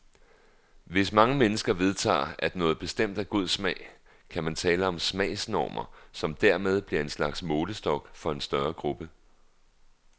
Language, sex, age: Danish, male, 39